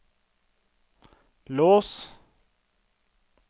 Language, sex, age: Norwegian, male, 32